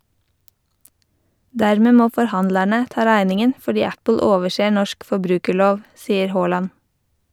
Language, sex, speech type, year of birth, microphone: Norwegian, female, read, 1988, Shure